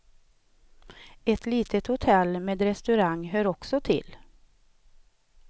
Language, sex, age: Swedish, female, 38